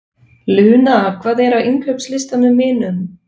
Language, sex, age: Icelandic, female, 40-49